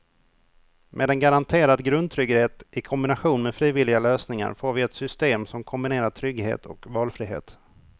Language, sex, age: Swedish, male, 28